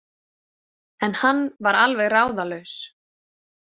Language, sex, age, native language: Icelandic, female, 40-49, Icelandic